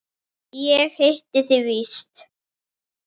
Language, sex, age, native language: Icelandic, female, 7, Icelandic